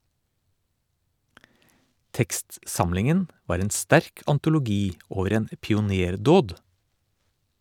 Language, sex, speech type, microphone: Norwegian, male, read, Shure